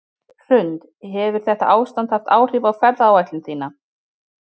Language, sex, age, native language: Icelandic, female, 30-39, Icelandic